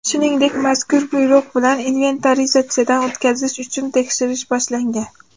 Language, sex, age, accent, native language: Uzbek, female, under 19, Farg'ona, Uzbek